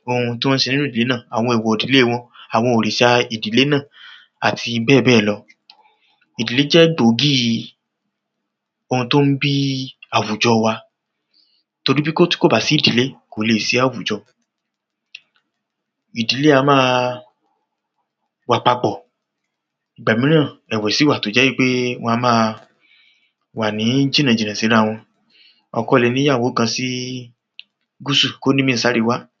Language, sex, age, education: Yoruba, male, 30-45, tertiary